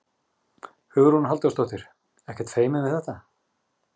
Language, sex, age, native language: Icelandic, male, 40-49, Icelandic